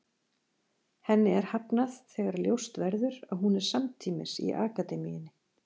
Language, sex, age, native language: Icelandic, female, 40-49, Icelandic